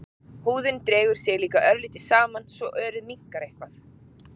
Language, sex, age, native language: Icelandic, female, 40-49, Icelandic